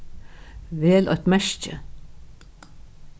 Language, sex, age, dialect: Faroese, female, 61+, Norðuroyggjar